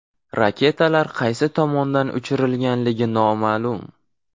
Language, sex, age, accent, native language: Uzbek, male, 18-24, Farg'ona, Uzbek